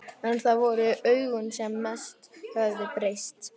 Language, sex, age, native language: Icelandic, male, 11, Icelandic